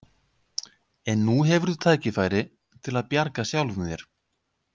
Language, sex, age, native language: Icelandic, male, 50-59, Icelandic